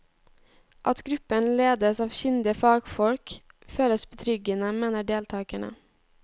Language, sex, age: Norwegian, female, 18